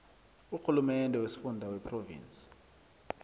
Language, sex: South Ndebele, male